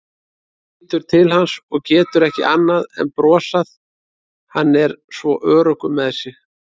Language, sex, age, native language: Icelandic, male, 30-39, Icelandic